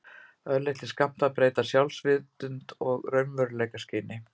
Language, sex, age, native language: Icelandic, female, 50-59, Icelandic